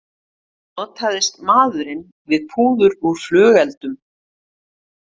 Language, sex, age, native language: Icelandic, female, 50-59, Icelandic